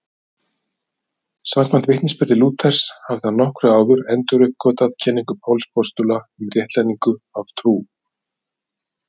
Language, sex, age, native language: Icelandic, male, 50-59, Icelandic